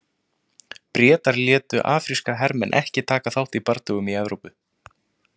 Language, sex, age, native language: Icelandic, male, 20-29, Icelandic